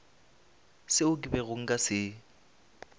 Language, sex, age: Northern Sotho, male, 20